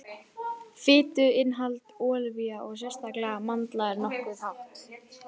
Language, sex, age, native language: Icelandic, female, 18-19, Icelandic